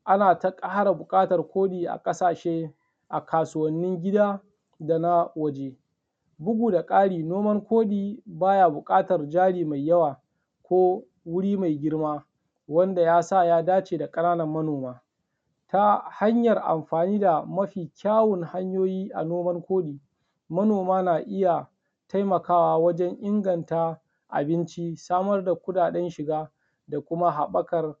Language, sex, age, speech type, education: Hausa, male, 15-29, spontaneous, tertiary